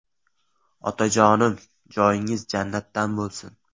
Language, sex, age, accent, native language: Uzbek, male, 18-24, Samarqand, Uzbek